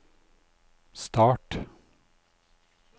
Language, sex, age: Norwegian, male, 56